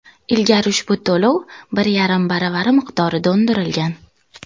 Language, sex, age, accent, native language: Uzbek, female, 19-29, Toshkent viloyati, Uzbek